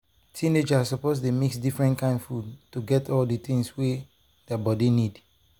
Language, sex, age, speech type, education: Nigerian Pidgin, male, 30-45, spontaneous, tertiary